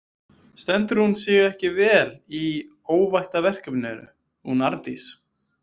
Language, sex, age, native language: Icelandic, male, 20-29, Icelandic